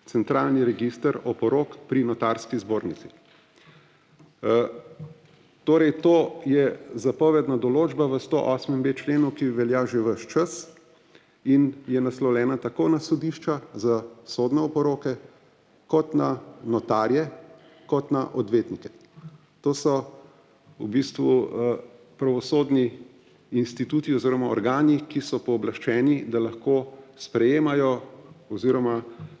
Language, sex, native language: Slovenian, male, Slovenian